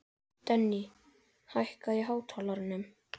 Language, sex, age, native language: Icelandic, male, 11, Icelandic